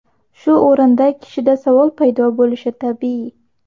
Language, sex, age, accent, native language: Uzbek, female, 12-17, Xorazm, Uzbek